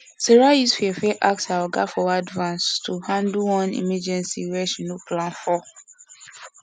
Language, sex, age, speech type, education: Nigerian Pidgin, female, 15-29, spontaneous, secondary